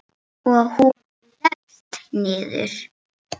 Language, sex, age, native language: Icelandic, female, 7, Icelandic